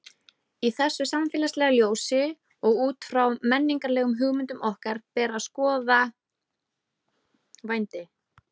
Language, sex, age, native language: Icelandic, female, 30-39, Icelandic